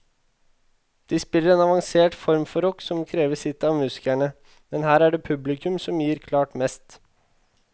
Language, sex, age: Norwegian, male, 21